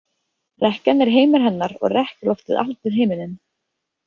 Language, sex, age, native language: Icelandic, female, 30-39, Icelandic